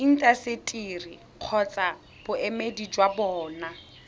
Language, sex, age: Tswana, female, 21